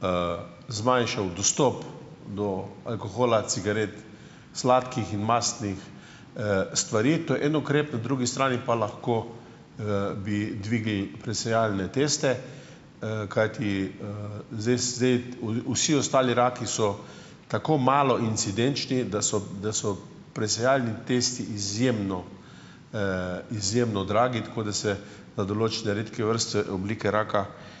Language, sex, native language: Slovenian, male, Slovenian